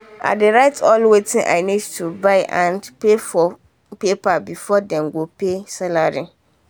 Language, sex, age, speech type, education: Nigerian Pidgin, female, 15-29, spontaneous, secondary